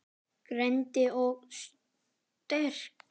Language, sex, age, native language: Icelandic, male, 10, Icelandic